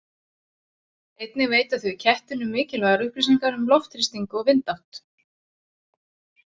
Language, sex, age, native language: Icelandic, female, 40-49, Icelandic